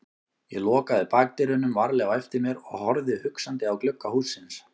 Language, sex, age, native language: Icelandic, male, 18-19, Icelandic